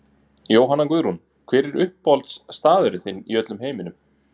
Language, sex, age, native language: Icelandic, male, 30-39, Icelandic